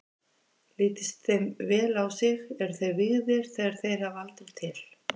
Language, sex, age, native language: Icelandic, female, 50-59, Icelandic